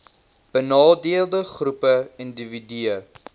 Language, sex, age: Afrikaans, male, 19